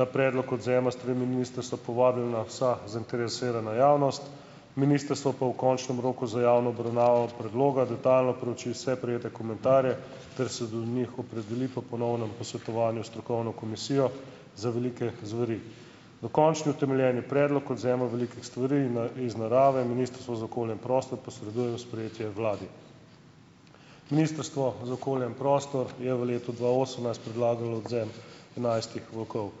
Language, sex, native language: Slovenian, male, Slovenian